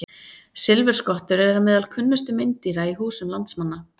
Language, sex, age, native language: Icelandic, female, 30-39, Icelandic